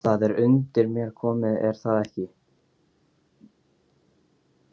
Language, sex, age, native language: Icelandic, male, 18-19, Icelandic